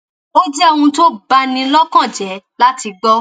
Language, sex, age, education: Yoruba, female, 15-29, tertiary